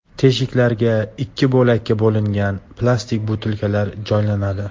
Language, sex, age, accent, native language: Uzbek, male, 18-24, Farg'ona, Tajik